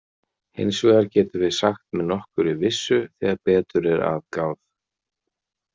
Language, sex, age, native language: Icelandic, male, 40-49, Icelandic